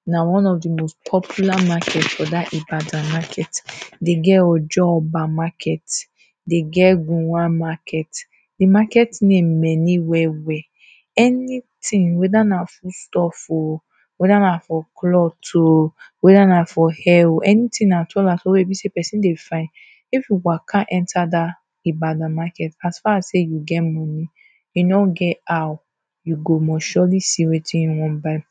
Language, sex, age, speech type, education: Nigerian Pidgin, female, 30-45, spontaneous, tertiary